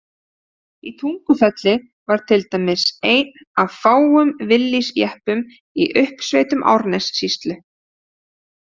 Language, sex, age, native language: Icelandic, female, 30-39, Icelandic